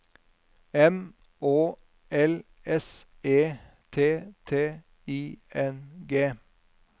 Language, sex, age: Norwegian, male, 50